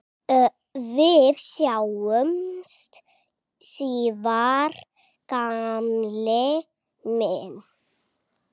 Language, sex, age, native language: Icelandic, male, 8, Icelandic